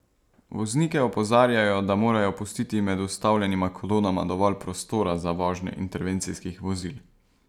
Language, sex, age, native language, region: Slovenian, male, 18-29, Slovenian, Savinja region